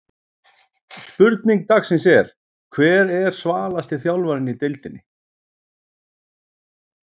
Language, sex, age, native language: Icelandic, male, 40-49, Icelandic